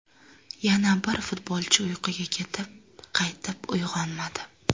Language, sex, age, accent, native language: Uzbek, female, 25-34, Sirdaryo, Uzbek